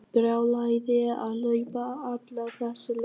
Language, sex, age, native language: Icelandic, male, 11, Vietnamese